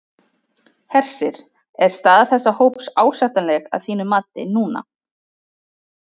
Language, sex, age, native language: Icelandic, female, 30-39, Icelandic